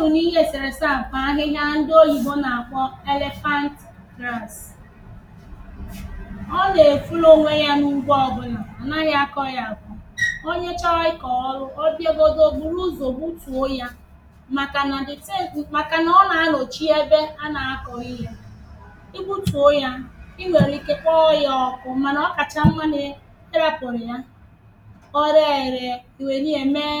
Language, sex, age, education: Igbo, female, 30-45, primary